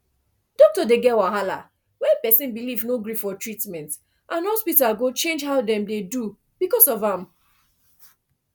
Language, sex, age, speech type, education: Nigerian Pidgin, female, 15-29, spontaneous, tertiary